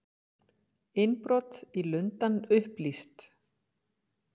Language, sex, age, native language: Icelandic, female, 50-59, Icelandic